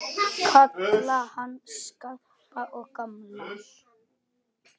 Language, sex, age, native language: Icelandic, male, 9, Icelandic